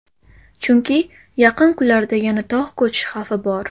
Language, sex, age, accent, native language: Uzbek, female, 18-24, Toshkent shahri, Uzbek